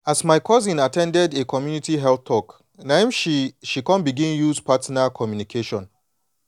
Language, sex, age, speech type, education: Nigerian Pidgin, male, 30-45, spontaneous, tertiary